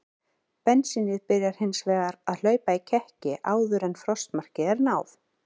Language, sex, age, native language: Icelandic, female, 40-49, Icelandic